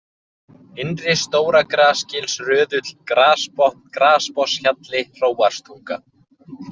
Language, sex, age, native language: Icelandic, male, 20-29, Icelandic